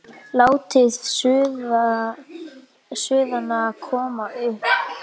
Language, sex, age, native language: Icelandic, female, 9, Icelandic